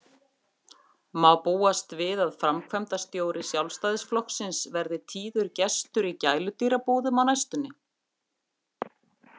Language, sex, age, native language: Icelandic, female, 50-59, Icelandic